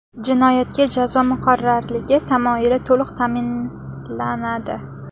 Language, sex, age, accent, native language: Uzbek, female, 18-24, Samarqand, Uzbek